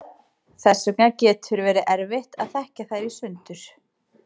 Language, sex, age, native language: Icelandic, female, 40-49, Icelandic